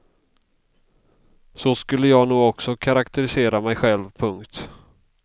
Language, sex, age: Swedish, male, 32